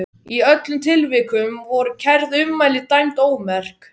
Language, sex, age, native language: Icelandic, male, 12, Icelandic